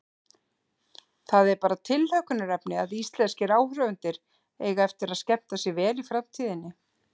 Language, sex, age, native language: Icelandic, female, 50-59, Icelandic